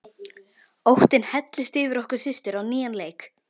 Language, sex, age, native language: Icelandic, female, 12, Icelandic